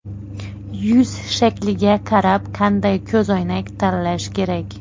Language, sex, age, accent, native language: Uzbek, female, 30-39, Xorazm, Uzbek